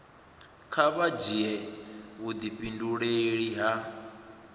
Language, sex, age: Venda, male, 27